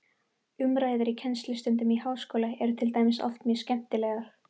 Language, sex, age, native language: Icelandic, female, 18-19, Icelandic